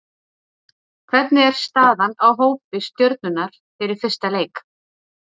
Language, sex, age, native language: Icelandic, female, 40-49, Icelandic